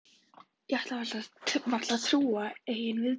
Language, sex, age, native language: Icelandic, female, 11, Icelandic